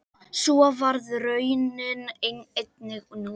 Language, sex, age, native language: Icelandic, male, 10, Icelandic